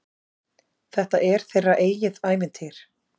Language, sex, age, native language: Icelandic, female, 30-39, Icelandic